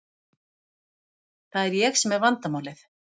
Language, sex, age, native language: Icelandic, female, 50-59, Icelandic